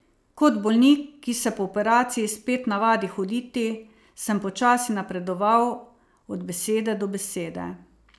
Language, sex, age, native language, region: Slovenian, female, 50-59, Slovenian, Savinja region